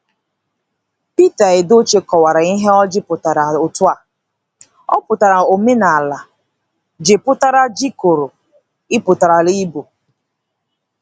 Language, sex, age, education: Igbo, female, 15-29, tertiary